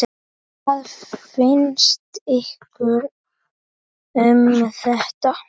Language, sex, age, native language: Icelandic, male, 10, Icelandic